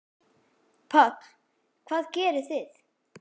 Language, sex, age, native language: Icelandic, female, 10, Icelandic